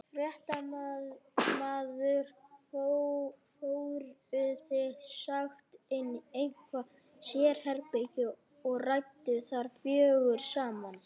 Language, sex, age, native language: Icelandic, female, 40-49, Icelandic